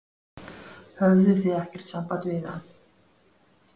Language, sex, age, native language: Icelandic, female, 40-49, Icelandic